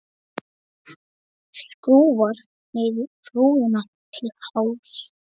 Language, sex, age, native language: Icelandic, female, 8, Icelandic